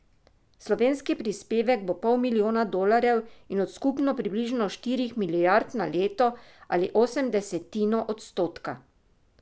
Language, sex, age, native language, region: Slovenian, female, 50-59, Slovenian, Drava region